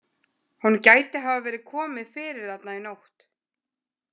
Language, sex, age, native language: Icelandic, female, 20-29, Icelandic